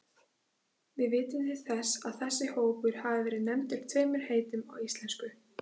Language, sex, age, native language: Icelandic, female, 16, Icelandic